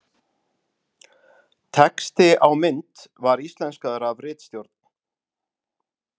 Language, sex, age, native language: Icelandic, male, 40-49, Icelandic